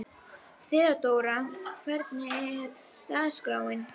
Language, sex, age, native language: Icelandic, female, 50-59, Icelandic